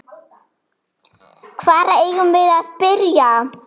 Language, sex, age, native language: Icelandic, female, 7, German